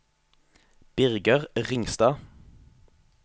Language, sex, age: Norwegian, male, 22